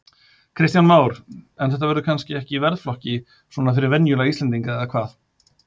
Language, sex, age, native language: Icelandic, male, 50-59, Icelandic